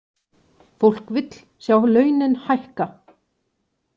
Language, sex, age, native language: Icelandic, female, 20-29, Icelandic